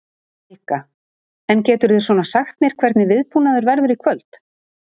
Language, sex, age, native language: Icelandic, female, 30-39, Icelandic